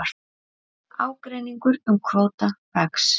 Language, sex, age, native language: Icelandic, female, 30-39, Icelandic